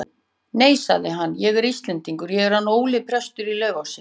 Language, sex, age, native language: Icelandic, female, 40-49, Icelandic